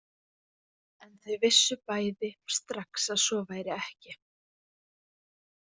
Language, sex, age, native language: Icelandic, female, 20-29, Icelandic